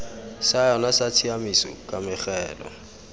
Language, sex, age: Tswana, male, 25